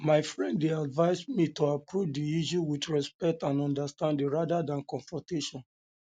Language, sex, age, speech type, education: Nigerian Pidgin, male, 30-45, spontaneous, tertiary